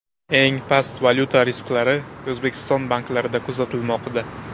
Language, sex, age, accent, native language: Uzbek, male, 18-24, Buxoro, Uzbek